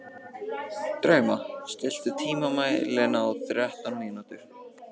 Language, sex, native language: Icelandic, male, Icelandic